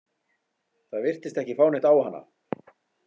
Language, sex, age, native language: Icelandic, male, 40-49, Icelandic